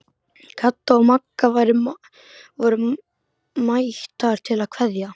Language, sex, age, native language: Icelandic, male, 12, Icelandic